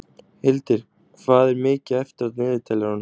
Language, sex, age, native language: Icelandic, male, 20-29, Icelandic